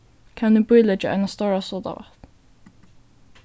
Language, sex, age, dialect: Faroese, female, 15-35, Suðurstreymoy